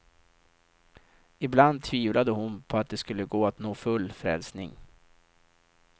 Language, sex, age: Swedish, male, 32